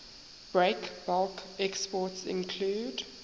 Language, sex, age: English, female, 19